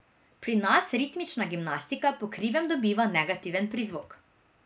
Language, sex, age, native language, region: Slovenian, female, 18-29, Slovenian, Drava region